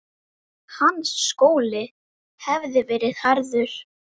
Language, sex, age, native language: Icelandic, female, 10, Icelandic